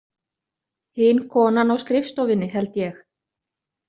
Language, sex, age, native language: Icelandic, other, 30-39, Icelandic